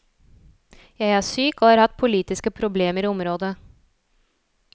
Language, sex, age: Norwegian, female, 27